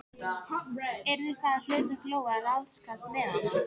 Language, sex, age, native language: Icelandic, female, 13, Filipino